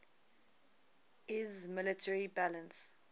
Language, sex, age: English, female, 20